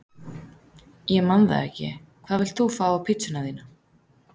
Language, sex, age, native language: Icelandic, female, 30-39, Icelandic